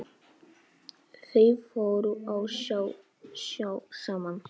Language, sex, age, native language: Icelandic, male, 6, Polish